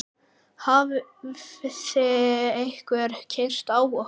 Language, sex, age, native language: Icelandic, male, 9, Icelandic